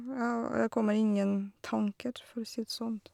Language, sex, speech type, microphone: Norwegian, female, spontaneous, Shure